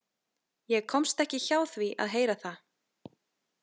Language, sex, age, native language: Icelandic, female, 30-39, Icelandic